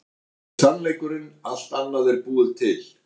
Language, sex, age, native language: Icelandic, male, 60-69, Icelandic